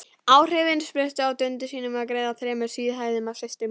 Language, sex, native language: Icelandic, female, Icelandic